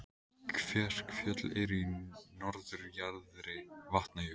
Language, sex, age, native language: Icelandic, male, 18-19, Icelandic